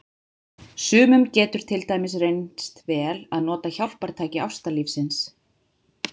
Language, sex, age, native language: Icelandic, female, 30-39, Icelandic